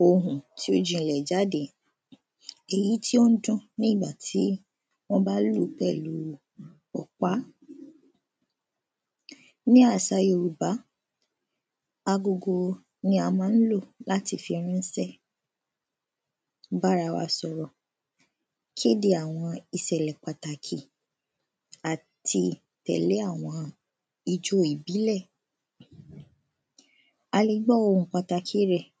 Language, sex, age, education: Yoruba, female, 15-29, secondary